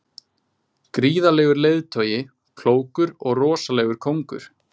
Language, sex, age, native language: Icelandic, male, 20-29, Icelandic